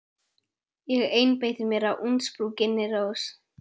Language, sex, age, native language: Icelandic, male, 12, Icelandic